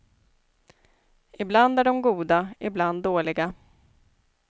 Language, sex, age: Swedish, female, 29